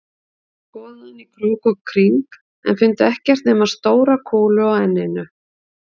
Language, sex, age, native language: Icelandic, female, 50-59, Icelandic